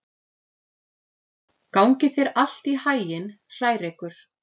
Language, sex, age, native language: Icelandic, female, 30-39, Icelandic